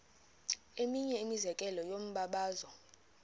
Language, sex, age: Xhosa, female, 23